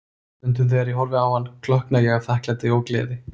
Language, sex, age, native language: Icelandic, male, 30-39, Icelandic